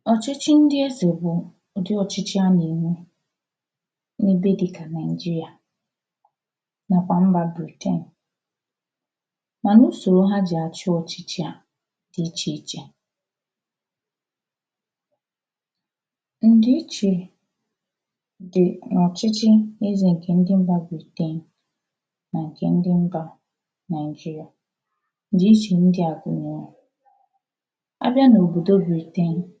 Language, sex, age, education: Igbo, female, 15-29, tertiary